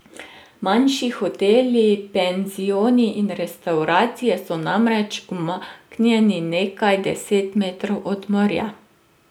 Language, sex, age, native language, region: Slovenian, female, 30-49, Slovenian, Drava region